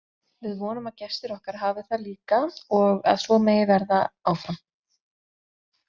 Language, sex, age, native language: Icelandic, female, 20-29, Icelandic